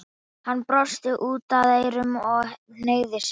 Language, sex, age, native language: Icelandic, female, 12, Icelandic